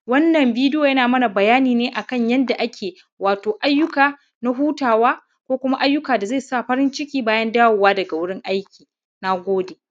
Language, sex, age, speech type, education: Hausa, male, 30-45, spontaneous, primary